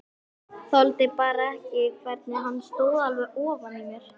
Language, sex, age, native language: Icelandic, male, 11, Icelandic